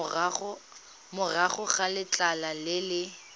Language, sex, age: Tswana, female, 19